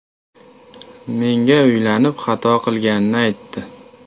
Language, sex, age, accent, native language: Uzbek, male, 18-24, Toshkent viloyati, Uzbek